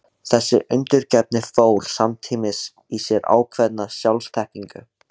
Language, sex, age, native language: Icelandic, male, 16, Icelandic